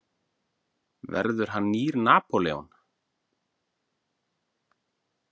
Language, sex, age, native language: Icelandic, male, 40-49, Icelandic